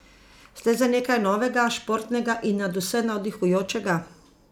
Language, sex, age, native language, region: Slovenian, female, 50-59, Slovenian, Zasavska region